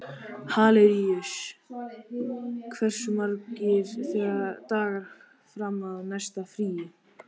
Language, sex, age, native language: Icelandic, male, 13, Icelandic